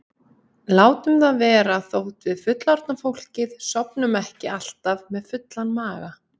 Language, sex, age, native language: Icelandic, female, 30-39, Icelandic